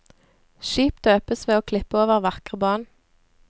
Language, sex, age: Norwegian, female, 26